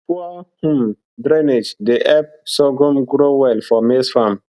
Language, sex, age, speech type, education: Nigerian Pidgin, male, 15-29, spontaneous, tertiary